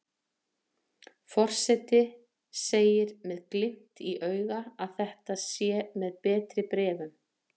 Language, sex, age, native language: Icelandic, female, 40-49, Icelandic